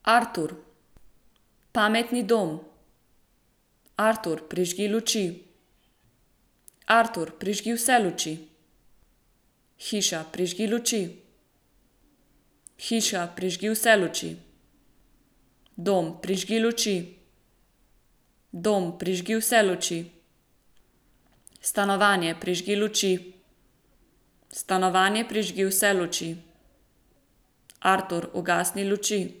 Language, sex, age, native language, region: Slovenian, female, 18-29, Slovenian, Central Slovenia